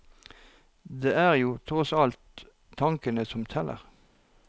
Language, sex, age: Norwegian, male, 43